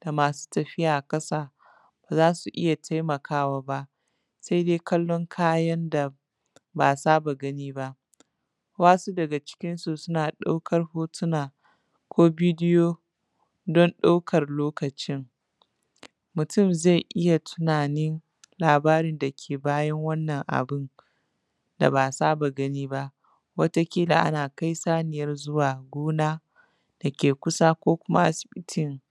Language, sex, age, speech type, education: Hausa, female, 15-29, spontaneous, tertiary